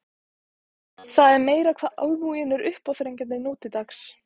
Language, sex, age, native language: Icelandic, female, 14, Icelandic